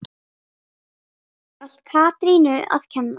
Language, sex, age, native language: Icelandic, female, 10, Icelandic